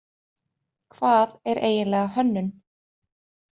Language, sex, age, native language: Icelandic, female, 30-39, Icelandic